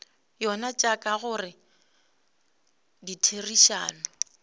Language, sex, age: Northern Sotho, female, 25